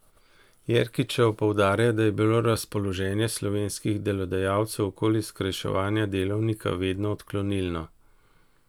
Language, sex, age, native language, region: Slovenian, male, 50-59, Slovenian, Central Slovenia